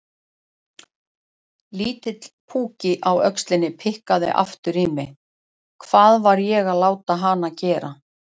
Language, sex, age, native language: Icelandic, female, 40-49, Icelandic